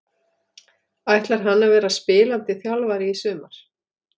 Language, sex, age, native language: Icelandic, female, 40-49, Icelandic